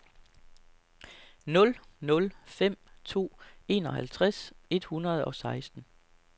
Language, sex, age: Danish, male, 33